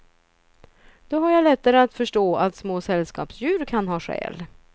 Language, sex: Swedish, female